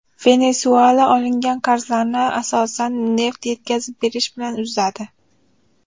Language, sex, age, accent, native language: Uzbek, female, under 19, Farg'ona, Uzbek